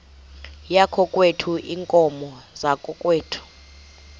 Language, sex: Xhosa, female